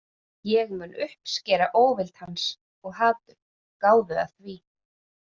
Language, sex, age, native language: Icelandic, female, 30-39, Icelandic